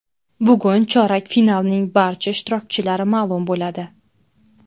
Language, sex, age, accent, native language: Uzbek, female, 19-29, Navoiy, Uzbek